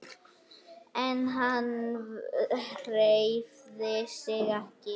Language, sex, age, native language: Icelandic, male, 8, Icelandic